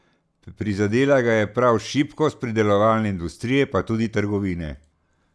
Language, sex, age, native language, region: Slovenian, male, 60+, Slovenian, Central Slovenia